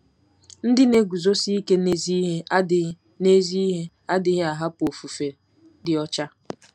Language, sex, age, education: Igbo, female, 15-29, tertiary